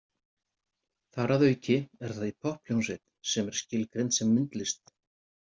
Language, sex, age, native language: Icelandic, male, 50-59, Icelandic